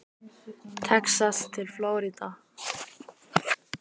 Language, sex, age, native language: Icelandic, female, 18-19, Icelandic